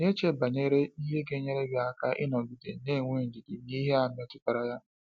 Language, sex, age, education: Igbo, male, 15-29, tertiary